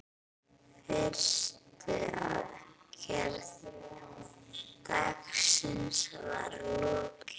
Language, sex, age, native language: Icelandic, female, 10, Icelandic